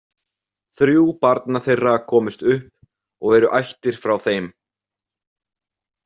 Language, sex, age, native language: Icelandic, male, 20-29, Icelandic